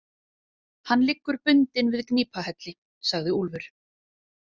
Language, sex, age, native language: Icelandic, female, 40-49, Icelandic